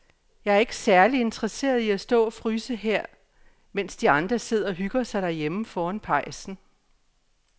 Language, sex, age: Danish, female, 57